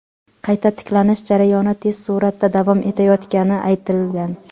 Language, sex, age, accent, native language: Uzbek, female, 18-24, Jizzax, Uzbek